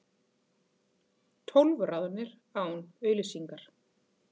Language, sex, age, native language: Icelandic, female, 40-49, Icelandic